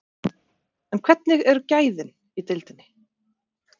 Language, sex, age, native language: Icelandic, female, 40-49, Icelandic